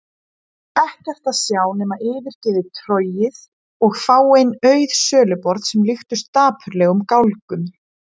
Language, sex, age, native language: Icelandic, female, 20-29, Icelandic